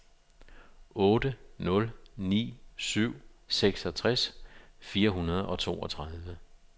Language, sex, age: Danish, male, 52